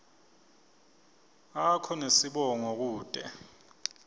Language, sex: Swati, male